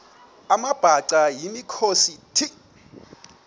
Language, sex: Xhosa, male